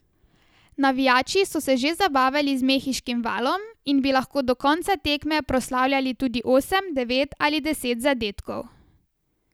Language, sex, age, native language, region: Slovenian, female, 18-29, Slovenian, Savinja region